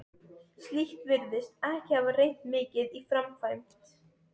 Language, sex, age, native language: Icelandic, female, 12, Serbo-Croatian